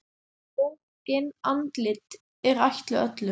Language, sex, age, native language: Icelandic, male, 10, Icelandic